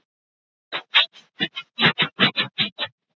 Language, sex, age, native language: Icelandic, male, 11, Icelandic